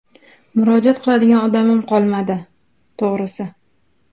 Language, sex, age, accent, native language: Uzbek, female, 19-29, Farg'ona, Uzbek